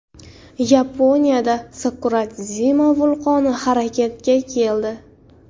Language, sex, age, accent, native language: Uzbek, female, 18-24, Andijon, Uzbek